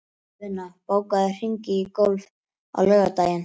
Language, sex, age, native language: Icelandic, male, 12, Icelandic